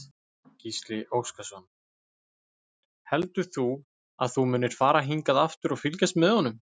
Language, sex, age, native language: Icelandic, male, 20-29, Icelandic